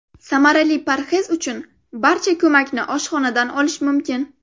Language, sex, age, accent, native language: Uzbek, female, 12-17, Navoiy, Uzbek